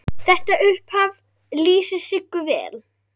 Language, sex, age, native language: Icelandic, female, 10, Icelandic